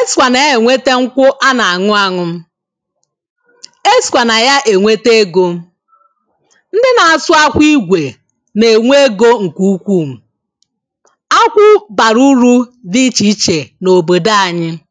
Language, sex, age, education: Igbo, female, 15-29, tertiary